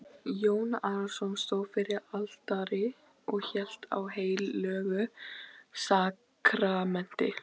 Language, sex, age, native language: Icelandic, female, 12, Icelandic